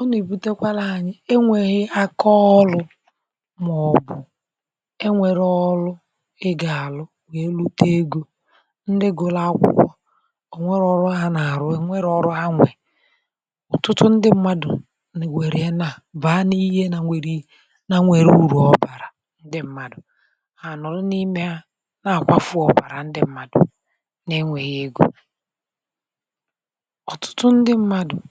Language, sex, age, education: Igbo, female, 60+, tertiary